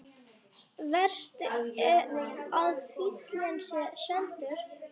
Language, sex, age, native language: Icelandic, female, 9, Icelandic